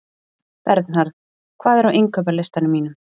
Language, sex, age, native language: Icelandic, female, 30-39, Icelandic